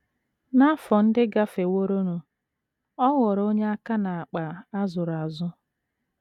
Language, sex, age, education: Igbo, female, 30-45, tertiary